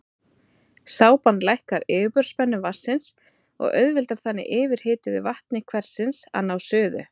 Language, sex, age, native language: Icelandic, female, 30-39, Icelandic